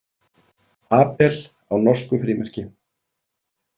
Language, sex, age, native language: Icelandic, male, 40-49, Icelandic